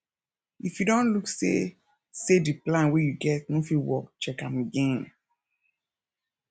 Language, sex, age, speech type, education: Nigerian Pidgin, female, 15-29, spontaneous, tertiary